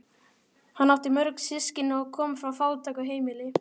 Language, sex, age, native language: Icelandic, male, 12, Icelandic